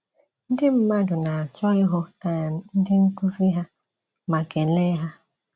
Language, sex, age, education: Igbo, female, 30-45, secondary